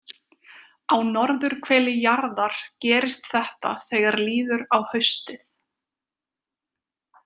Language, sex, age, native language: Icelandic, female, 20-29, Icelandic